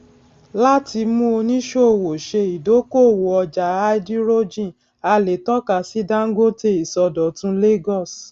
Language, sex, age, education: Yoruba, female, 46-60, tertiary